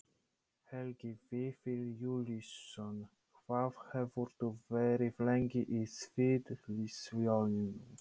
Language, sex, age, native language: Icelandic, male, 30-39, Polish